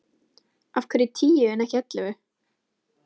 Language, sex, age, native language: Icelandic, female, 17, Icelandic